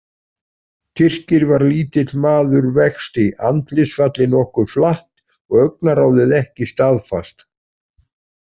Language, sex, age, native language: Icelandic, male, 40-49, Icelandic